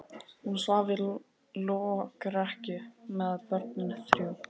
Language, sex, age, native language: Icelandic, male, 12, Icelandic